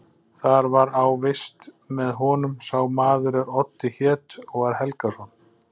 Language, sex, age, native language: Icelandic, male, 40-49, Icelandic